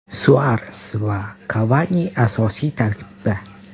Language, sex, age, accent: Uzbek, male, 18-24, Toshkent shahri